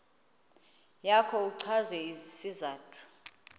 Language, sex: Xhosa, female